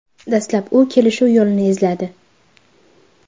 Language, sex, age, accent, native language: Uzbek, female, under 19, Farg'ona, Uzbek